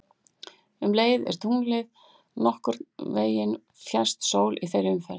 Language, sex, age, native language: Icelandic, female, 40-49, Icelandic